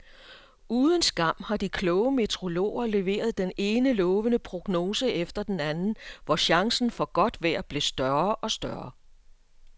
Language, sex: Danish, female